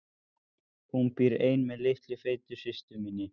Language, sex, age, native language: Icelandic, male, 14, Icelandic